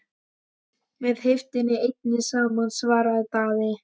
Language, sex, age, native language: Icelandic, male, 12, Icelandic